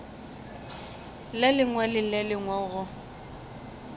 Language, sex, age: Northern Sotho, female, 20